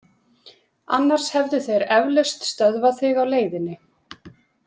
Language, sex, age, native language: Icelandic, female, 30-39, Icelandic